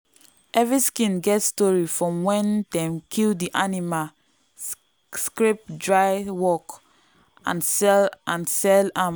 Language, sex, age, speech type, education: Nigerian Pidgin, female, 15-29, spontaneous, tertiary